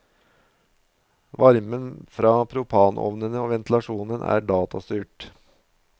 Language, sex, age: Norwegian, male, 53